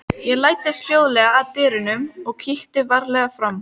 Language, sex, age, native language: Icelandic, female, 12, Icelandic